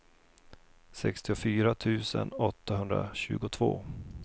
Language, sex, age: Swedish, male, 32